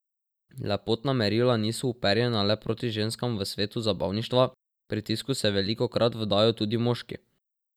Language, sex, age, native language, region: Slovenian, male, 12-17, Slovenian, Drava region